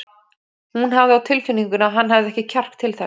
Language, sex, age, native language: Icelandic, female, 30-39, Icelandic